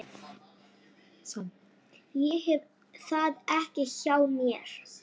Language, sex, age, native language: Icelandic, female, 30-39, Icelandic